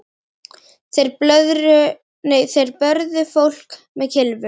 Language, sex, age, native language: Icelandic, female, 10, Icelandic